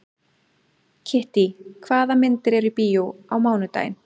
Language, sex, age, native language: Icelandic, female, 30-39, Icelandic